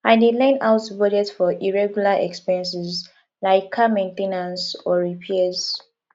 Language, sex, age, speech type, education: Nigerian Pidgin, female, 15-29, spontaneous, tertiary